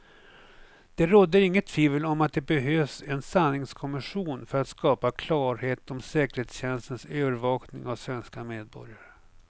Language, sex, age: Swedish, male, 49